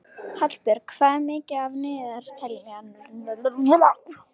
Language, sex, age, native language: Icelandic, female, 18-19, Icelandic